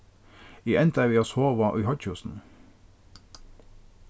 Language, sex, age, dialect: Faroese, male, 36-60, Norðurstreymoy/Eysturoy